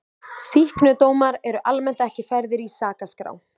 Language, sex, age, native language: Icelandic, female, 20-29, Icelandic